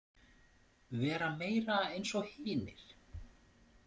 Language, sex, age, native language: Icelandic, male, 40-49, Icelandic